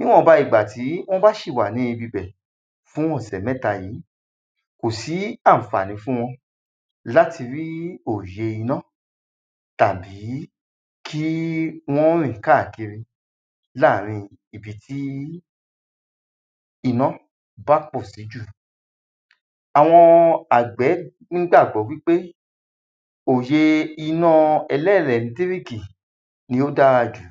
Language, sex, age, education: Yoruba, male, 30-45, secondary